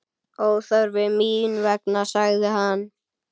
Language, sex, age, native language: Icelandic, male, 9, Icelandic